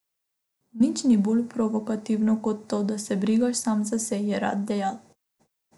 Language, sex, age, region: Slovenian, female, 18-29, Abroad